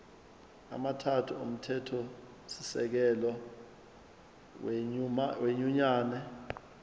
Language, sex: Zulu, male